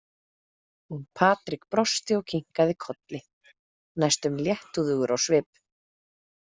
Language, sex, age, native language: Icelandic, female, 30-39, Icelandic